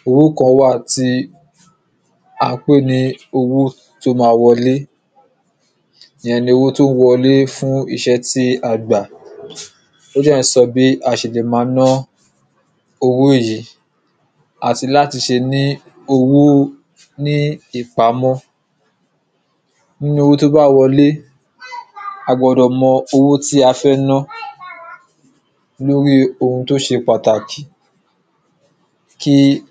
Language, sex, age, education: Yoruba, male, 15-29, secondary